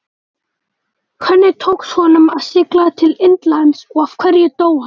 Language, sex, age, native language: Icelandic, male, 18-19, Icelandic